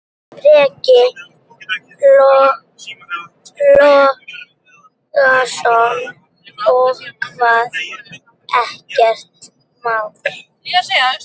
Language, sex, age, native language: Icelandic, male, 14, Icelandic